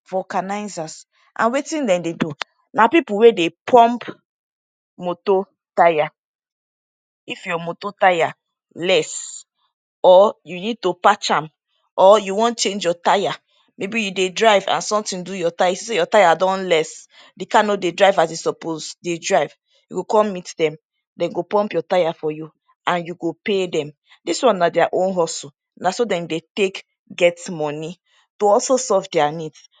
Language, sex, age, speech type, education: Nigerian Pidgin, female, 15-29, spontaneous, tertiary